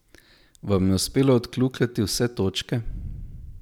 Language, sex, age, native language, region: Slovenian, male, 18-29, Slovenian, Zasavska region